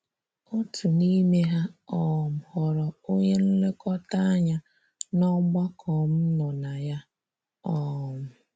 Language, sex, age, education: Igbo, female, 30-45, tertiary